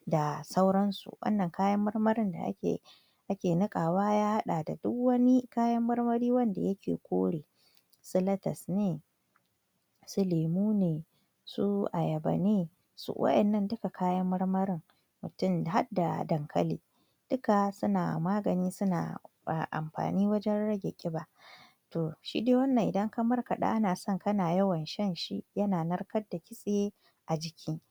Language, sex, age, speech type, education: Hausa, female, 46-60, spontaneous, tertiary